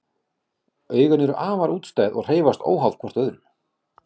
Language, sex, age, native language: Icelandic, male, 40-49, Icelandic